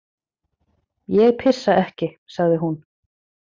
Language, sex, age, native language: Icelandic, female, 30-39, Icelandic